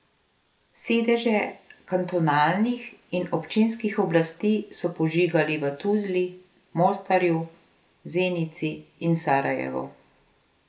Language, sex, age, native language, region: Slovenian, female, 50-59, Slovenian, Gorenjska region